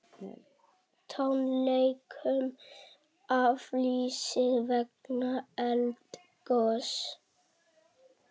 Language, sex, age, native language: Icelandic, female, 18-19, Icelandic